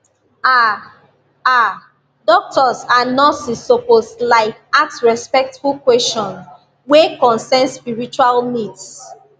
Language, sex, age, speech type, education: Nigerian Pidgin, female, 30-45, spontaneous, tertiary